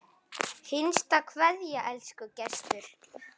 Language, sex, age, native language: Icelandic, male, 9, Icelandic